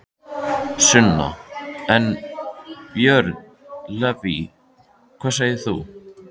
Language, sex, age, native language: Icelandic, male, 13, Icelandic